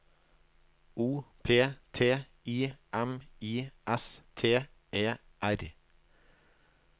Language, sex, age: Norwegian, male, 37